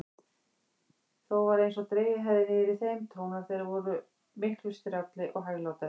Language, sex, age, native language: Icelandic, female, 60-69, Icelandic